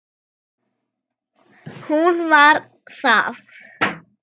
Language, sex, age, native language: Icelandic, female, 8, Icelandic